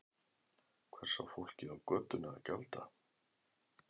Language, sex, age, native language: Icelandic, male, 11, Icelandic